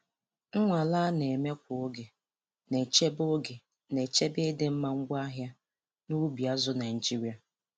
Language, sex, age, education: Igbo, female, 15-29, tertiary